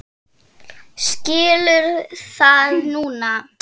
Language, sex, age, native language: Icelandic, female, 8, Icelandic